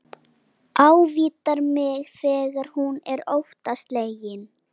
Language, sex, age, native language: Icelandic, female, 11, Icelandic